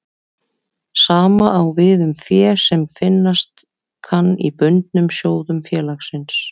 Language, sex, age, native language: Icelandic, female, 30-39, Icelandic